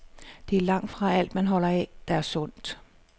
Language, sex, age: Danish, female, 56